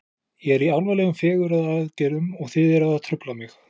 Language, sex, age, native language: Icelandic, male, 20-29, Icelandic